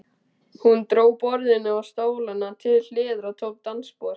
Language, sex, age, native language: Icelandic, male, 12, Icelandic